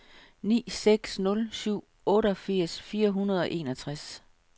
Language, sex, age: Danish, female, 55